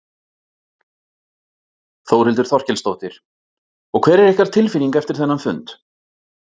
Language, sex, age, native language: Icelandic, male, 40-49, Icelandic